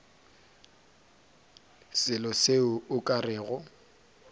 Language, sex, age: Northern Sotho, male, 23